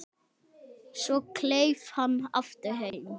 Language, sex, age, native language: Icelandic, male, 6, Icelandic